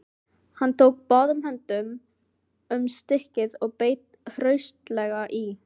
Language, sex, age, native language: Icelandic, female, 15, Filipino